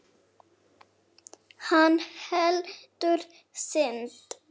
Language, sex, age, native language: Icelandic, male, 6, Icelandic